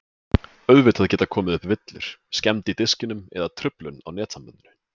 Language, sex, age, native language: Icelandic, male, 20-29, Icelandic